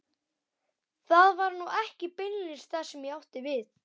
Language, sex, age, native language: Icelandic, male, 11, Icelandic